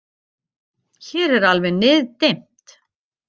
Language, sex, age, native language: Icelandic, female, 50-59, Icelandic